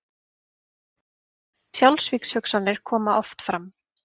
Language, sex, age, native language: Icelandic, female, 30-39, Icelandic